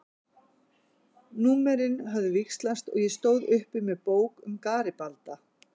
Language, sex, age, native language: Icelandic, female, 50-59, Icelandic